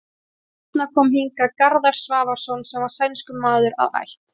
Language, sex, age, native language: Icelandic, female, 20-29, Icelandic